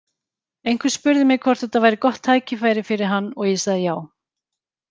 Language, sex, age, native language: Icelandic, female, 40-49, Icelandic